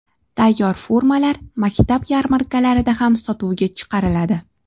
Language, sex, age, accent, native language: Uzbek, female, 18-24, Sirdaryo, Uzbek